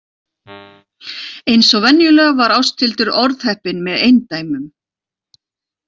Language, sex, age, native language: Icelandic, female, 40-49, Icelandic